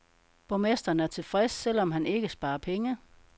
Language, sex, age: Danish, female, 52